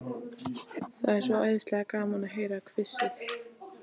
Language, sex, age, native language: Icelandic, female, 14, Icelandic